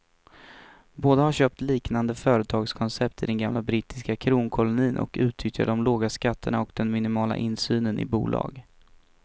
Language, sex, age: Swedish, male, 23